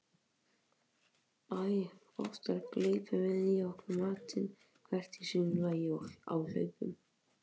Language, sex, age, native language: Icelandic, male, 18-19, Icelandic